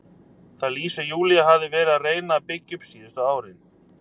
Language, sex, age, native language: Icelandic, male, 30-39, Icelandic